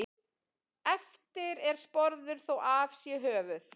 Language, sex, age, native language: Icelandic, female, 40-49, Icelandic